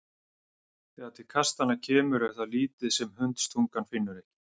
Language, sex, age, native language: Icelandic, male, 30-39, Icelandic